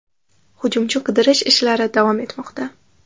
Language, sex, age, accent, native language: Uzbek, female, under 19, Toshkent shahri, Uzbek